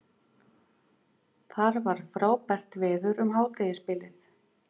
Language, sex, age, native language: Icelandic, female, 50-59, Icelandic